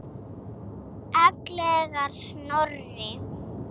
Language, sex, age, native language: Icelandic, female, 7, Icelandic